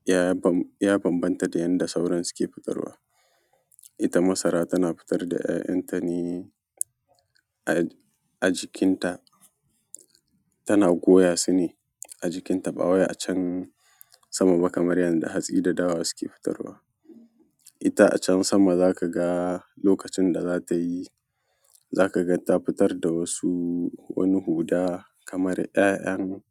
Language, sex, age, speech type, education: Hausa, male, 15-29, spontaneous, primary